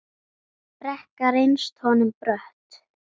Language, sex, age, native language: Icelandic, female, 10, Icelandic